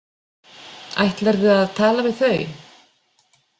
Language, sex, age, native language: Icelandic, female, 40-49, Icelandic